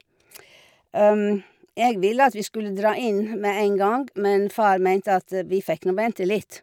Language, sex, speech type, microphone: Norwegian, female, spontaneous, Shure